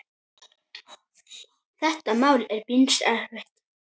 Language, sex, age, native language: Icelandic, female, 9, Icelandic